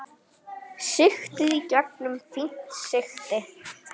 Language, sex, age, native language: Icelandic, female, 10, Icelandic